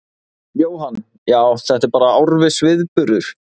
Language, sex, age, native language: Icelandic, male, 20-29, Icelandic